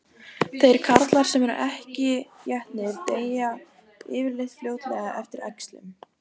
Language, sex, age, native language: Icelandic, female, 18-19, Icelandic